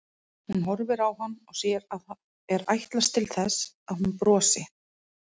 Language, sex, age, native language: Icelandic, female, 30-39, Icelandic